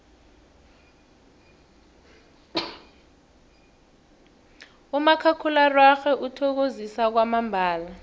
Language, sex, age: South Ndebele, female, 23